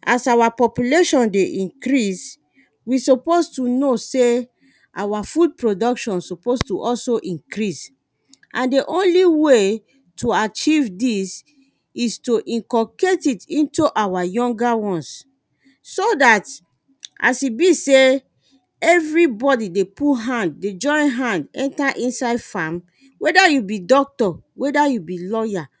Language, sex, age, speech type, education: Nigerian Pidgin, female, 30-45, spontaneous, secondary